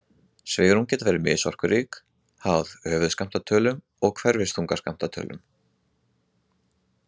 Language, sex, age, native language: Icelandic, male, 20-29, Icelandic